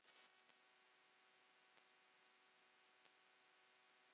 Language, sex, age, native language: Icelandic, female, 9, Icelandic